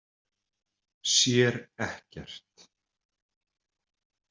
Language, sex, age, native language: Icelandic, male, 30-39, Icelandic